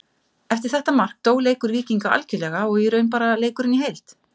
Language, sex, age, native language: Icelandic, female, 50-59, Icelandic